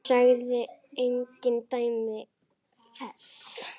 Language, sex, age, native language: Icelandic, female, 8, Icelandic